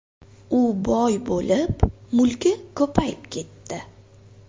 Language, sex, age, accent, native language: Uzbek, female, 18-24, Xorazm, Uzbek